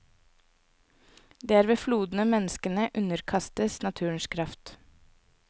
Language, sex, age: Norwegian, female, 24